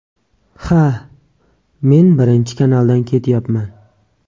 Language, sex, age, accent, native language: Uzbek, male, 18-24, Toshkent viloyati, Uzbek